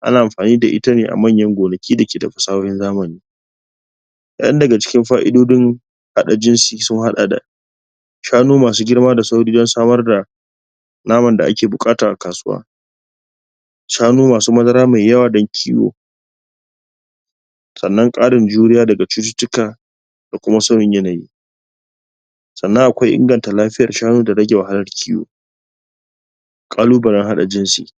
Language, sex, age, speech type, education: Hausa, male, 46-60, spontaneous, tertiary